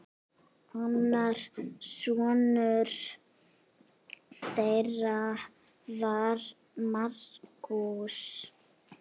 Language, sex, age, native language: Icelandic, female, 6, Icelandic